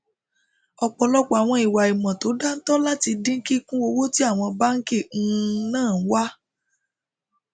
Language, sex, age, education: Yoruba, female, 30-45, tertiary